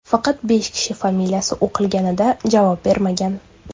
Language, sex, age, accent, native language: Uzbek, female, 25-34, Surxondaryo, Uzbek